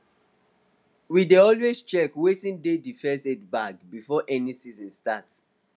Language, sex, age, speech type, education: Nigerian Pidgin, male, 15-29, spontaneous, tertiary